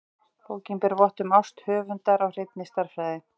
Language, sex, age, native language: Icelandic, female, 40-49, Icelandic